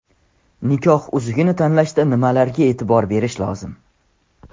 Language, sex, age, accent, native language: Uzbek, male, under 19, Andijon, Tajik